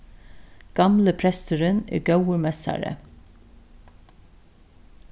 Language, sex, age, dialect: Faroese, female, 36-60, Norðurstreymoy/Eysturoy